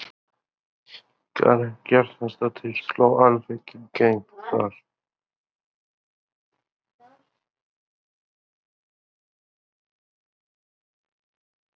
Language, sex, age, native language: Icelandic, male, 20-29, Albanian